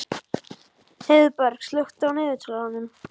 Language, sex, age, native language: Icelandic, male, 14, Icelandic